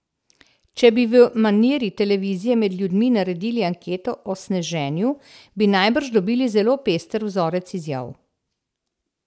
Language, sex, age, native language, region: Slovenian, female, 60+, Slovenian, Central Slovenia